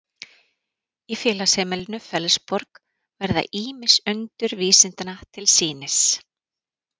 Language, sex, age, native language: Icelandic, female, 40-49, Icelandic